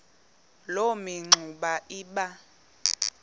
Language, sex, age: Xhosa, female, 20